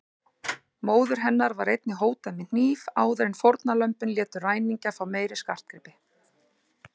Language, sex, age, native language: Icelandic, female, 40-49, Icelandic